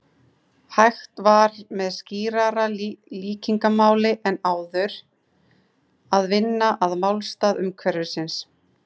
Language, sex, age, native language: Icelandic, female, 30-39, Icelandic